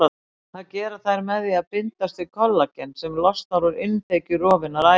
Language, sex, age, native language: Icelandic, female, 60-69, Icelandic